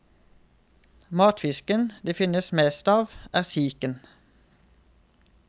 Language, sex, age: Norwegian, male, 31